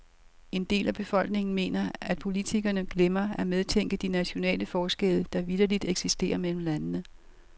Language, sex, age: Danish, female, 67